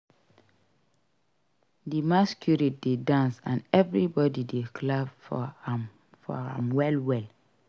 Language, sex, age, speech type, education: Nigerian Pidgin, female, 46-60, read, secondary